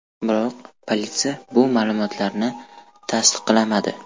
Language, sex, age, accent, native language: Uzbek, male, 12-17, Toshkent viloyati, Uzbek